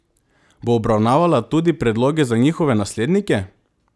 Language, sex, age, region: Slovenian, male, 18-29, Drava region